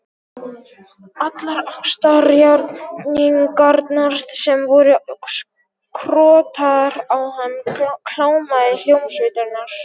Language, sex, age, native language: Icelandic, male, 12, Icelandic